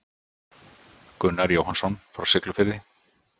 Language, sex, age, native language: Icelandic, male, 50-59, Icelandic